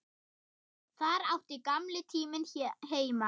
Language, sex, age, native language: Icelandic, female, 10, German